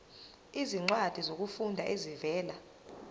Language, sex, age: Zulu, female, 22